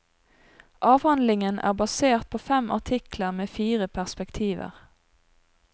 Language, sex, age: Norwegian, female, 42